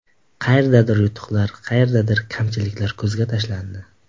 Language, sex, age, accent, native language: Uzbek, male, 19-29, Qashqadaryo, Uzbek